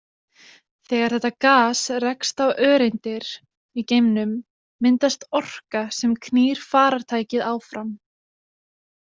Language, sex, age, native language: Icelandic, female, 20-29, Icelandic